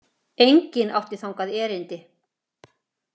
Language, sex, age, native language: Icelandic, female, 40-49, Icelandic